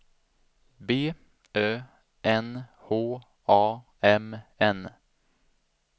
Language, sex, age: Swedish, male, 25